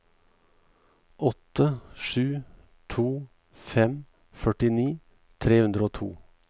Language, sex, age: Norwegian, male, 38